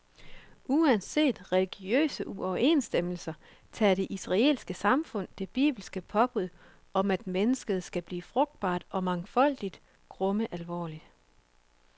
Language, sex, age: Danish, female, 24